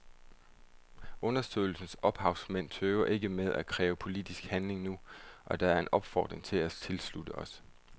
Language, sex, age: Danish, male, 31